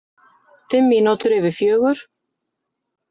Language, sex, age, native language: Icelandic, female, 50-59, Icelandic